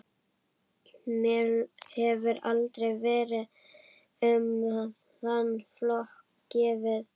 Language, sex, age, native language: Icelandic, female, 11, Icelandic